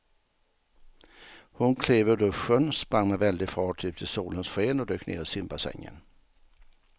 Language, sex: Swedish, male